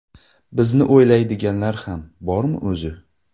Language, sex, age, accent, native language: Uzbek, male, 19-29, Xorazm, Uzbek